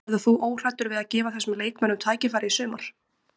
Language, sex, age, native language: Icelandic, female, 20-29, Icelandic